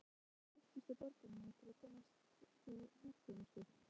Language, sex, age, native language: Icelandic, female, 12, Icelandic